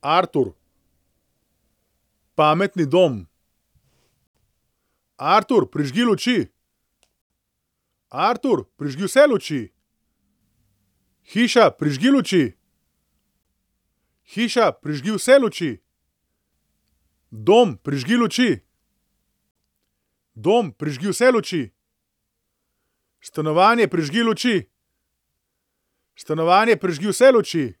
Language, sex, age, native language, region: Slovenian, male, 30-49, Slovenian, Central Slovenia